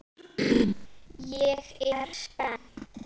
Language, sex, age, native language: Icelandic, female, 9, Icelandic